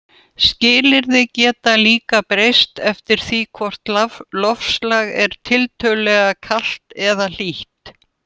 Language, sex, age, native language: Icelandic, female, 70-79, Russian